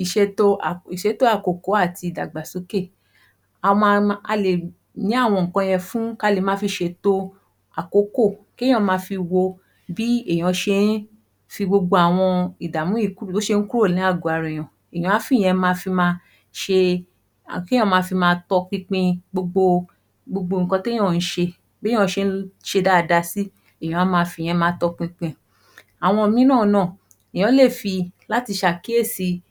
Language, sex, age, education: Yoruba, female, 15-29, tertiary